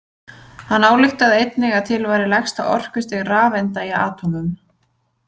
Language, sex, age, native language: Icelandic, female, 20-29, Icelandic